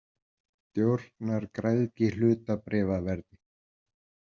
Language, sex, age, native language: Icelandic, male, 50-59, Icelandic